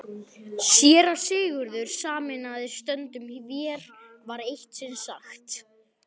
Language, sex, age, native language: Icelandic, male, 11, Icelandic